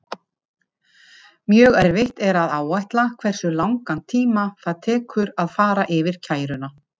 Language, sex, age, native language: Icelandic, female, 50-59, Icelandic